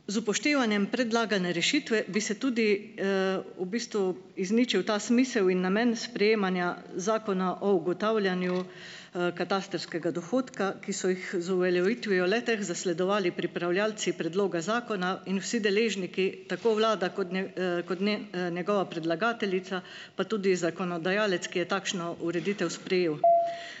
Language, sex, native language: Slovenian, female, Slovenian